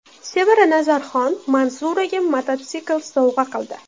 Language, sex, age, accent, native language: Uzbek, female, under 19, Toshkent shahri, Uzbek